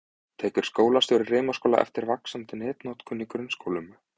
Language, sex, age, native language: Icelandic, male, 20-29, Icelandic